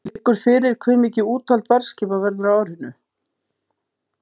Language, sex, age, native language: Icelandic, female, 50-59, Icelandic